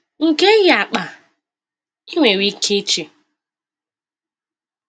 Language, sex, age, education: Igbo, female, 15-29, tertiary